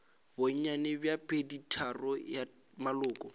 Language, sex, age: Northern Sotho, male, 18